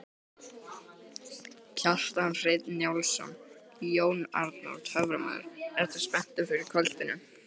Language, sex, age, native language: Icelandic, male, 12, Icelandic